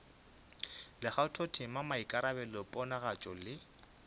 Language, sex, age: Northern Sotho, male, 24